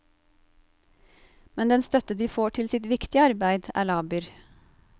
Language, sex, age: Norwegian, female, 28